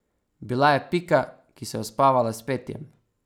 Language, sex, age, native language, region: Slovenian, male, 18-29, Slovenian, Savinja region